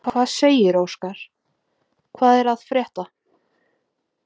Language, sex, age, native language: Icelandic, female, 18-19, Icelandic